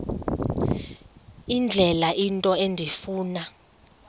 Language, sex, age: Xhosa, female, 23